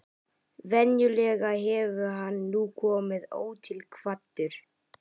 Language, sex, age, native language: Icelandic, male, 11, Icelandic